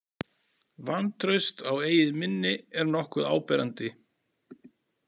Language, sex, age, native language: Icelandic, male, 40-49, Icelandic